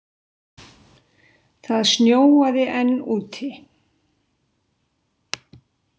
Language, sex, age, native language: Icelandic, female, 60-69, Icelandic